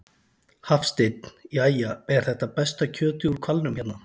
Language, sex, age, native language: Icelandic, male, 40-49, Icelandic